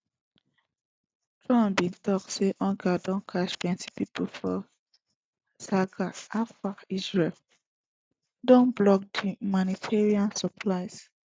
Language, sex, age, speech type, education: Nigerian Pidgin, female, 15-29, spontaneous, secondary